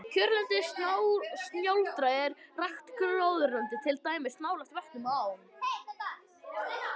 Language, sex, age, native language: Icelandic, male, 21, Icelandic